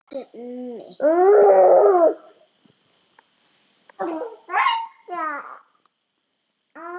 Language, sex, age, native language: Icelandic, female, 6, Icelandic